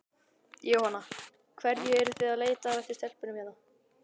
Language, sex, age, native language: Icelandic, male, 12, Icelandic